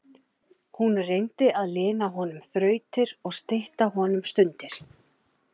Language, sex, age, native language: Icelandic, male, 11, Icelandic